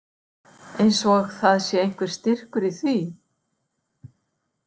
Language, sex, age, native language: Icelandic, female, 60-69, Icelandic